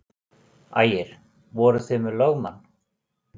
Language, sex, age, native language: Icelandic, male, 40-49, Icelandic